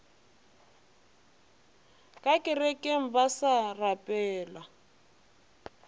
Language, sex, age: Northern Sotho, female, 20